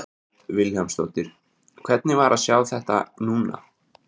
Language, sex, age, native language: Icelandic, male, 20-29, Icelandic